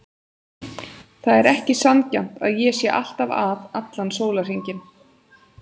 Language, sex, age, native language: Icelandic, female, 30-39, Icelandic